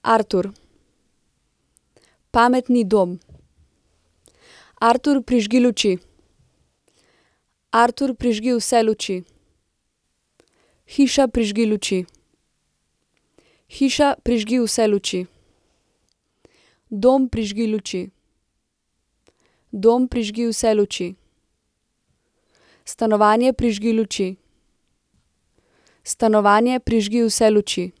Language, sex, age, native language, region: Slovenian, female, 18-29, Slovenian, Central Slovenia